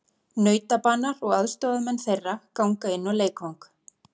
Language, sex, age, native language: Icelandic, female, 40-49, Icelandic